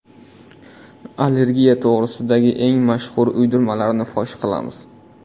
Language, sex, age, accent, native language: Uzbek, male, 18-24, Toshkent viloyati, Uzbek